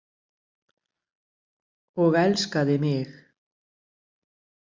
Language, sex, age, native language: Icelandic, female, 60-69, Icelandic